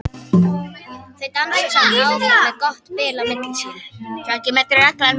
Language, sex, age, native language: Icelandic, female, 11, Icelandic